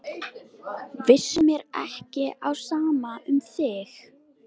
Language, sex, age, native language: Icelandic, female, 13, Icelandic